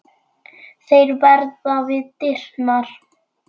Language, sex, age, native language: Icelandic, male, 9, Icelandic